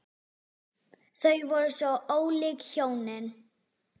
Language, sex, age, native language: Icelandic, female, 6, Icelandic